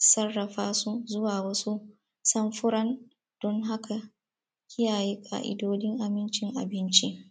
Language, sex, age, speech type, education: Hausa, female, 30-45, spontaneous, tertiary